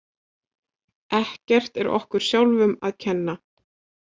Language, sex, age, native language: Icelandic, female, 20-29, Icelandic